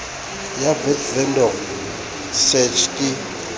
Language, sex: Southern Sotho, male